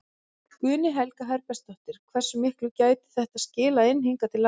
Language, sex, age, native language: Icelandic, female, 30-39, Icelandic